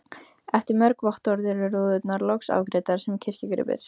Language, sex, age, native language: Icelandic, female, 15, Icelandic